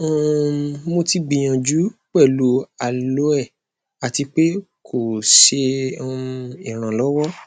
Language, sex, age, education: Yoruba, male, 15-29, tertiary